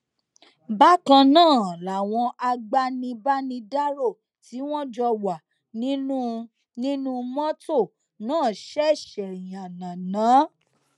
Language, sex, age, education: Yoruba, female, 15-29, tertiary